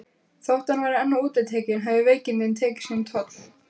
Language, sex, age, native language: Icelandic, female, 15, Icelandic